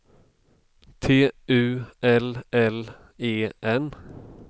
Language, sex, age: Swedish, male, 32